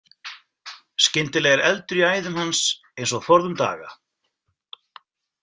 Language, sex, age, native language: Icelandic, male, 40-49, Icelandic